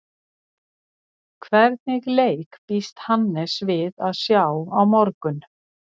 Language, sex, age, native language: Icelandic, female, 60-69, Icelandic